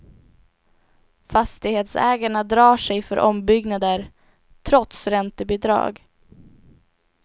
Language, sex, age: Swedish, female, 18